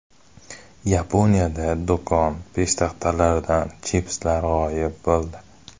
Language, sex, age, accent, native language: Uzbek, male, 25-34, Toshkent shahri, Uzbek